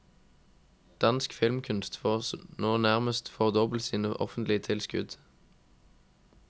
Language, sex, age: Norwegian, male, 21